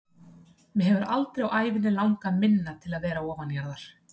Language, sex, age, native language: Icelandic, female, 30-39, Icelandic